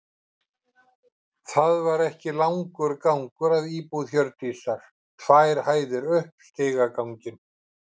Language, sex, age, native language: Icelandic, male, 50-59, Icelandic